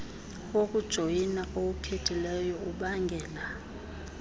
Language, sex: Xhosa, female